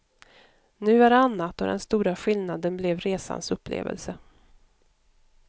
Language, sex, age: Swedish, female, 52